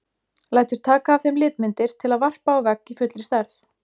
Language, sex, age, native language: Icelandic, female, 20-29, Icelandic